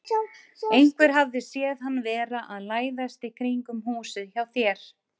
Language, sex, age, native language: Icelandic, female, 30-39, Icelandic